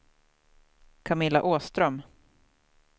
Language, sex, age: Swedish, female, 28